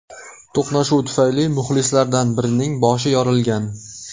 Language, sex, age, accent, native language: Uzbek, male, 18-24, Qashqadaryo, Uzbek